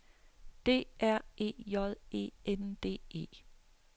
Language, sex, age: Danish, female, 60